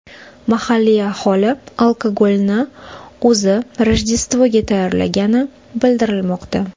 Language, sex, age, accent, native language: Uzbek, female, 25-34, Toshkent shahri, Uzbek